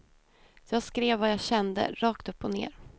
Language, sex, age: Swedish, female, 28